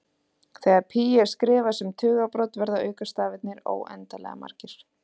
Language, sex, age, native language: Icelandic, female, 30-39, Icelandic